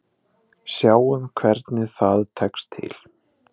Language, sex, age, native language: Icelandic, male, 20-29, Icelandic